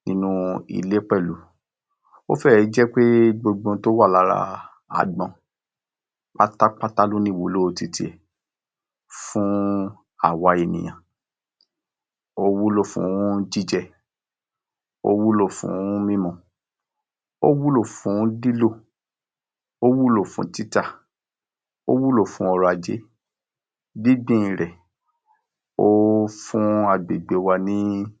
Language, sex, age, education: Yoruba, male, 60+, tertiary